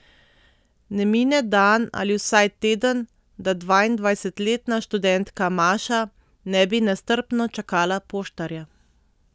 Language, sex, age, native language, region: Slovenian, female, 30-49, Slovenian, Central Slovenia